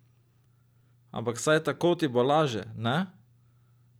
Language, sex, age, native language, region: Slovenian, male, 30-49, Slovenian, Drava region